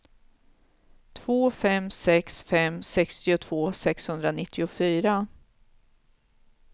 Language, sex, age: Swedish, female, 46